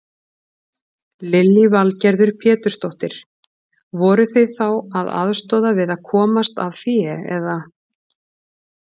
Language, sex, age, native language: Icelandic, female, 40-49, Icelandic